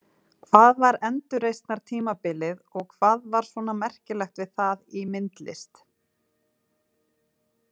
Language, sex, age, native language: Icelandic, female, 40-49, Icelandic